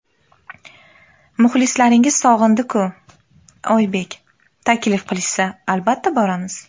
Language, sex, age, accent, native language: Uzbek, female, 19-29, Farg'ona, Uzbek